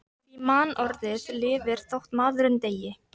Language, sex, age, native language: Icelandic, female, 13, Icelandic